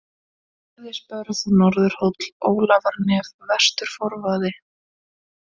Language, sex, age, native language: Icelandic, female, 20-29, Icelandic